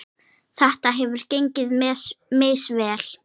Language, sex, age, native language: Icelandic, female, 9, Icelandic